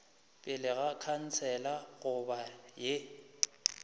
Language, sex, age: Northern Sotho, male, 25